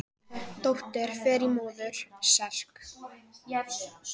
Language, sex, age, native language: Icelandic, female, 18-19, Icelandic